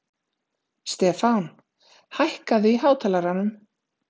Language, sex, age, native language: Icelandic, female, 30-39, Icelandic